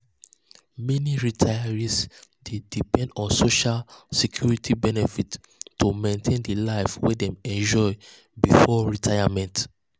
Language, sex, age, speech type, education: Nigerian Pidgin, male, 15-29, spontaneous, tertiary